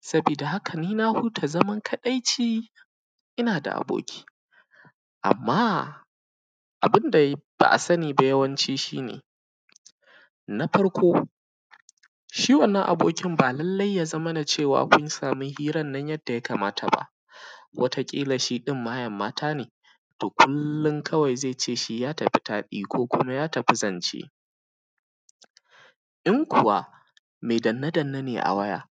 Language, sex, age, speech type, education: Hausa, male, 15-29, spontaneous, primary